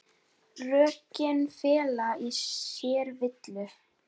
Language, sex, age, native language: Icelandic, female, 9, Icelandic